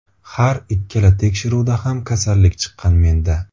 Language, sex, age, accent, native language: Uzbek, male, 25-34, Buxoro, Uzbek